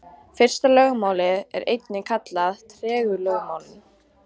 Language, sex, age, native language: Icelandic, female, 40-49, Icelandic